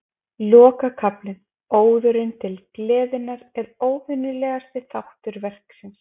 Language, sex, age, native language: Icelandic, female, 20-29, Icelandic